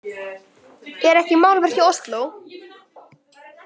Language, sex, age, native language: Icelandic, male, 18-19, Icelandic